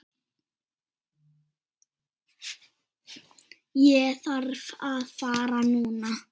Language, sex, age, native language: Icelandic, female, 7, Icelandic